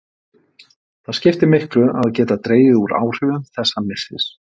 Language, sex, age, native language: Icelandic, male, 50-59, Icelandic